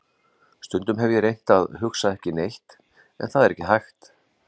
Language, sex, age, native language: Icelandic, male, 40-49, Icelandic